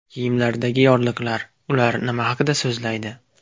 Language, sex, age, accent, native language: Uzbek, male, 18-24, Andijon, Uzbek